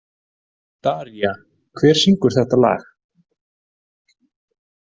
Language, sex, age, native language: Icelandic, male, 40-49, Icelandic